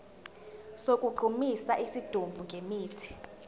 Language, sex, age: Zulu, female, 19